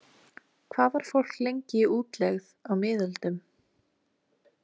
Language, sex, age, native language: Icelandic, female, 20-29, Icelandic